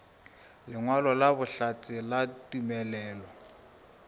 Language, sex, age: Northern Sotho, female, 26